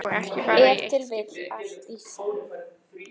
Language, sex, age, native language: Icelandic, female, 15, Icelandic